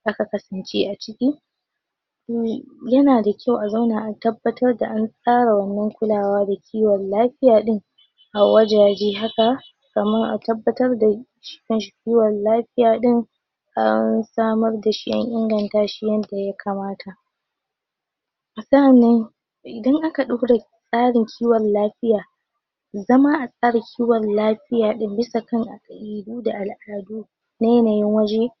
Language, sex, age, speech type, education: Hausa, female, 15-29, spontaneous, tertiary